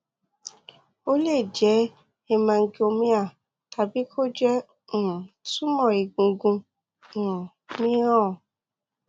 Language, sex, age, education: Yoruba, female, 15-29, tertiary